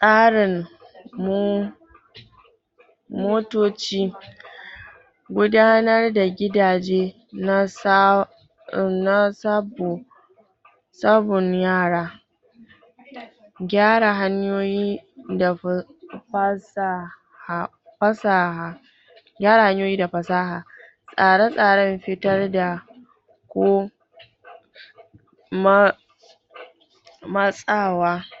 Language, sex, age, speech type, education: Hausa, female, 30-45, spontaneous, tertiary